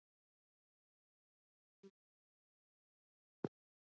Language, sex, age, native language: Icelandic, male, 30-39, Icelandic